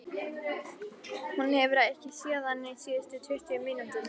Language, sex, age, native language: Icelandic, female, 11, Icelandic